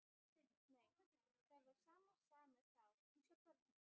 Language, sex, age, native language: Icelandic, female, 12, Icelandic